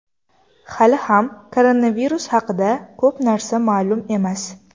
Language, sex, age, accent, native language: Uzbek, female, under 19, Toshkent shahri, Uzbek